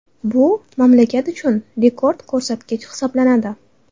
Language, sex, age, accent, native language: Uzbek, female, 18-24, Toshkent shahri, Uzbek